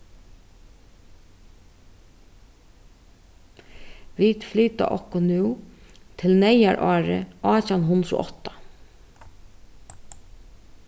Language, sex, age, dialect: Faroese, female, 36-60, Suðurstreymoy